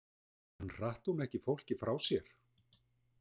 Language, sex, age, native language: Icelandic, male, 60-69, Icelandic